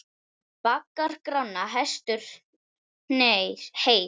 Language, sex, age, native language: Icelandic, male, 9, Icelandic